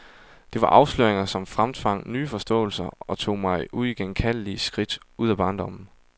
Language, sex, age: Danish, male, 22